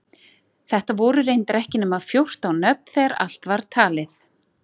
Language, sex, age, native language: Icelandic, female, 40-49, Icelandic